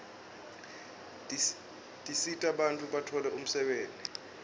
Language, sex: Swati, male